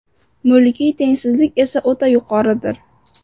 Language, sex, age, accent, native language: Uzbek, female, 12-17, Farg'ona, Uzbek